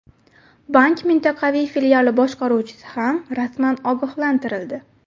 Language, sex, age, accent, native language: Uzbek, female, 19-29, Buxoro, Uzbek